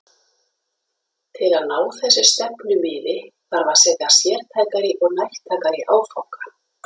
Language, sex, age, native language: Icelandic, female, 50-59, Icelandic